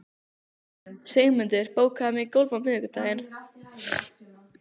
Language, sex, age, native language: Icelandic, female, 15, Icelandic